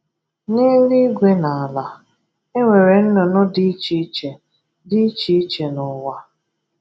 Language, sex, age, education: Igbo, female, 15-29, tertiary